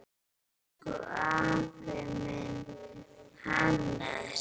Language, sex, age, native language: Icelandic, female, 10, Icelandic